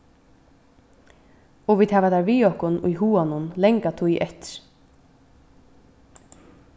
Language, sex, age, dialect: Faroese, female, 15-35, Vágar